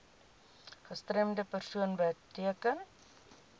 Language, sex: Afrikaans, female